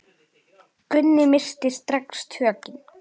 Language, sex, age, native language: Icelandic, male, 8, Icelandic